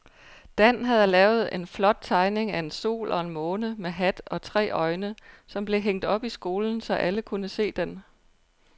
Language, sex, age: Danish, female, 43